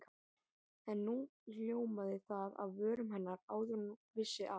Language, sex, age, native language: Icelandic, male, 18-19, Icelandic